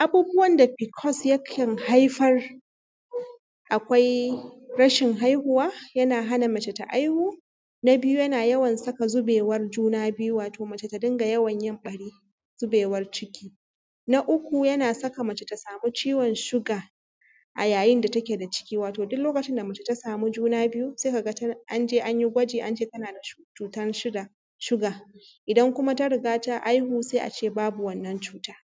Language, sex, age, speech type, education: Hausa, female, 30-45, spontaneous, primary